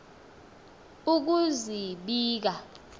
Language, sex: Xhosa, female